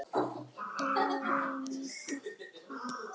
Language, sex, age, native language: Icelandic, female, 8, Icelandic